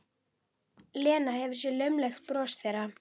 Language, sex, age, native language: Icelandic, female, 11, Icelandic